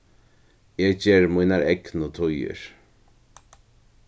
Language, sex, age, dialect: Faroese, male, 61+, Norðurstreymoy/Eysturoy